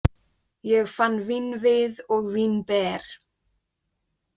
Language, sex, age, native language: Icelandic, female, 20-29, Icelandic